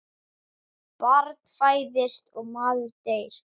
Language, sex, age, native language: Icelandic, male, 10, Icelandic